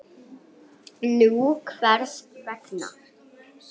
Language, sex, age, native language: Icelandic, female, 8, Icelandic